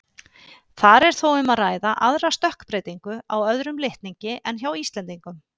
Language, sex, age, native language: Icelandic, female, 50-59, Icelandic